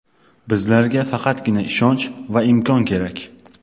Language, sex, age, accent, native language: Uzbek, male, 18-24, Qashqadaryo, Uzbek